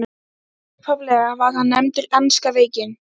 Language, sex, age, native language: Icelandic, female, 12, Icelandic